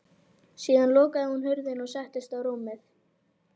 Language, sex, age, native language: Icelandic, female, 11, Icelandic